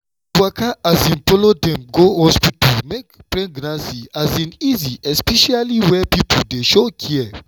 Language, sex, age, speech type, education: Nigerian Pidgin, male, 30-45, spontaneous, tertiary